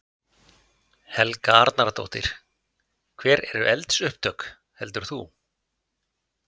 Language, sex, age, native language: Icelandic, male, 50-59, Icelandic